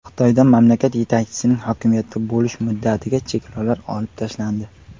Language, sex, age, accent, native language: Uzbek, male, 18-24, Qashqadaryo, Uzbek